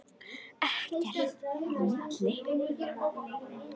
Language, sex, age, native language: Icelandic, female, 10, Icelandic